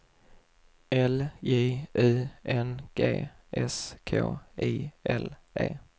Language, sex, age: Swedish, male, 21